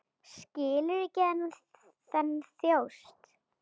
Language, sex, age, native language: Icelandic, female, 9, Icelandic